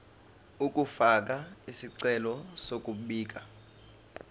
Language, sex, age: Zulu, male, 19